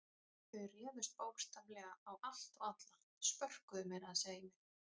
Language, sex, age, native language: Icelandic, female, 30-39, Icelandic